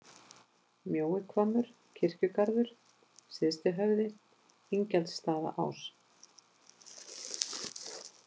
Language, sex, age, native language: Icelandic, female, 50-59, Icelandic